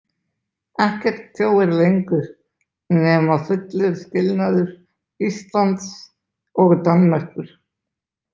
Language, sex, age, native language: Icelandic, male, 20-29, Icelandic